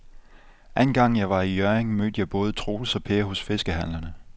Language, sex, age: Danish, male, 24